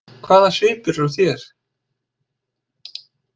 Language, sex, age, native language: Icelandic, male, 60-69, Icelandic